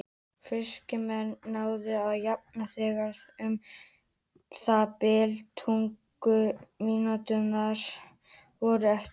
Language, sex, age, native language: Icelandic, female, 18-19, Icelandic